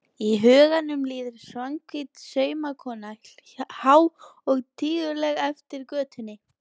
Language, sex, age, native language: Icelandic, female, 14, Icelandic